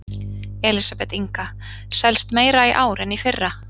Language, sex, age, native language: Icelandic, female, 30-39, Icelandic